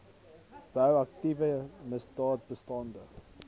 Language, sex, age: Afrikaans, male, 20